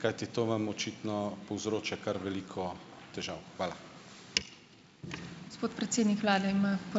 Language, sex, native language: Slovenian, male, Slovenian